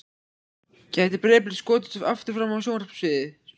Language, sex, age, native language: Icelandic, male, 14, Icelandic